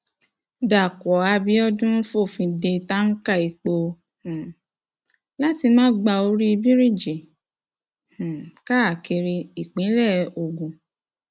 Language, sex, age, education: Yoruba, female, 30-45, tertiary